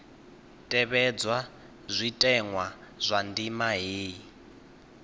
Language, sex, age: Venda, male, 19